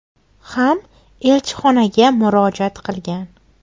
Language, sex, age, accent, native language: Uzbek, female, 18-24, Toshkent viloyati, Uzbek